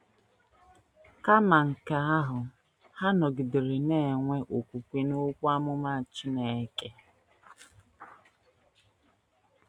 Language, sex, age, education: Igbo, female, 15-29, tertiary